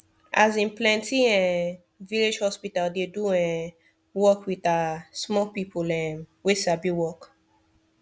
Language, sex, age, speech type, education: Nigerian Pidgin, female, 15-29, spontaneous, tertiary